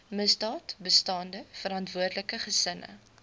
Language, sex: Afrikaans, female